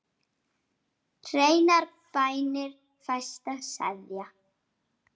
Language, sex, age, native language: Icelandic, female, 8, Icelandic